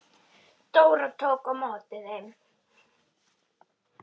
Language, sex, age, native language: Icelandic, female, 10, Icelandic